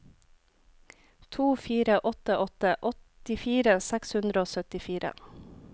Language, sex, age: Norwegian, female, 26